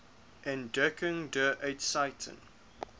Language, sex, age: English, male, 21